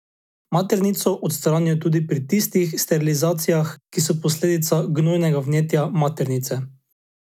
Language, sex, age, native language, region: Slovenian, male, 18-29, Slovenian, Drava region